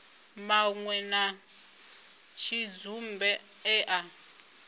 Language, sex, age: Venda, female, 25